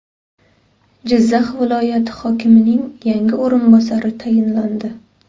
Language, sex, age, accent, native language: Uzbek, female, 18-24, Samarqand, Uzbek